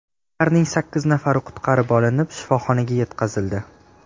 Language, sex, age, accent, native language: Uzbek, male, 18-24, Jizzax, Uzbek